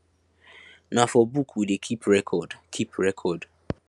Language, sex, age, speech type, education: Nigerian Pidgin, male, 15-29, spontaneous, secondary